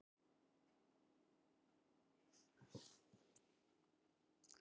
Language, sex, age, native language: Icelandic, female, 50-59, Icelandic